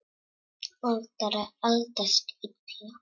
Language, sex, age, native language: Icelandic, female, 7, Czech